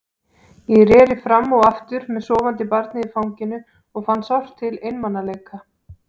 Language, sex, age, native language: Icelandic, female, 18-19, Icelandic